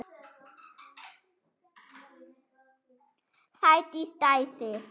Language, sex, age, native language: Icelandic, female, 7, German